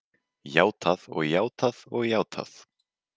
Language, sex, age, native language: Icelandic, male, 20-29, Icelandic